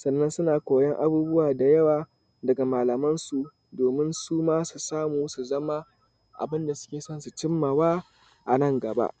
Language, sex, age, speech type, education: Hausa, male, 15-29, spontaneous, tertiary